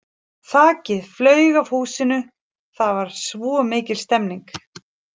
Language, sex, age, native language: Icelandic, female, 40-49, Icelandic